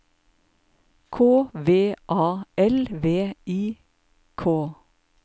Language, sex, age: Norwegian, male, 54